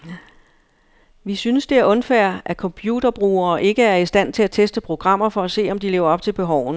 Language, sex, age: Danish, female, 59